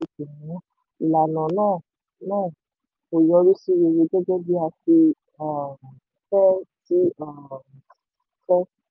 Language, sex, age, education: Yoruba, female, 15-29, tertiary